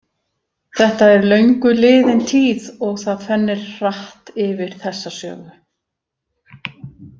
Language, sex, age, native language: Icelandic, female, 50-59, Icelandic